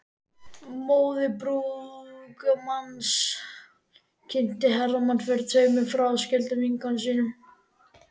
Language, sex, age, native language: Icelandic, male, 13, Icelandic